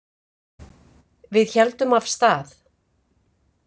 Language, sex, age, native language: Icelandic, female, 50-59, Icelandic